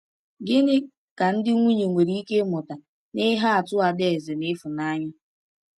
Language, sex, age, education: Igbo, female, 15-29, tertiary